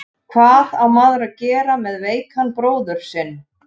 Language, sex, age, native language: Icelandic, male, 11, Icelandic